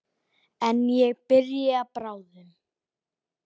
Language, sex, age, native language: Icelandic, male, 10, Icelandic